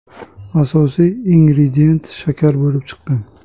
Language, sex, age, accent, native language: Uzbek, male, 25-34, Toshkent shahri, Uzbek